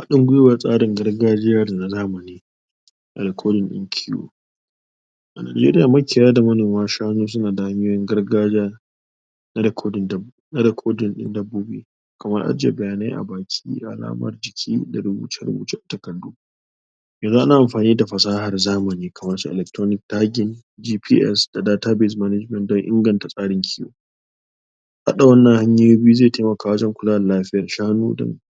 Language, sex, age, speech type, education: Hausa, male, 46-60, spontaneous, tertiary